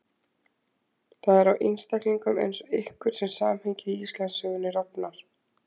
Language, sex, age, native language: Icelandic, female, 20-29, Icelandic